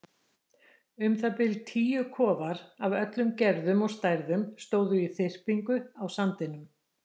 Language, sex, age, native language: Icelandic, female, 60-69, Icelandic